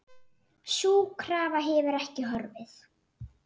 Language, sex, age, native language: Icelandic, female, 7, Icelandic